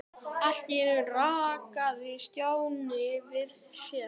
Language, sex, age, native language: Icelandic, male, 12, Icelandic